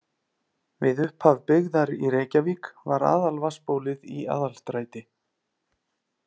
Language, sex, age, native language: Icelandic, male, 30-39, Icelandic